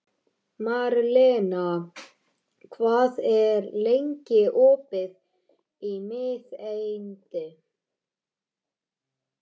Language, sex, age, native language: Icelandic, male, 13, Icelandic